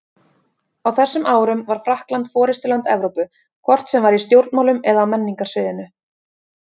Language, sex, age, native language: Icelandic, female, 30-39, Icelandic